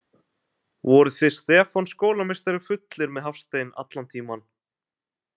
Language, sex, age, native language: Icelandic, male, 20-29, Icelandic